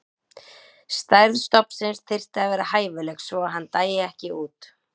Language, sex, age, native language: Icelandic, female, 20-29, Icelandic